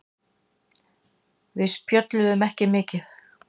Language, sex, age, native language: Icelandic, female, 60-69, Icelandic